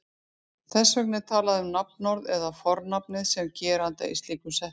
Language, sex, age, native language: Icelandic, female, 50-59, Icelandic